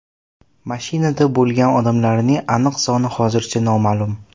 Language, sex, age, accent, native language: Uzbek, male, 12-17, Toshkent shahri, Uzbek